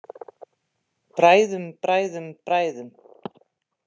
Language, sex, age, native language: Icelandic, female, 50-59, Icelandic